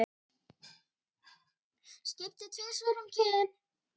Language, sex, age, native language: Icelandic, female, 18-19, Icelandic